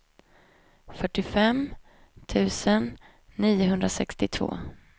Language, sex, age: Swedish, female, 25